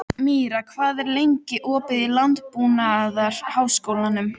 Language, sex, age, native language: Icelandic, female, 12, Icelandic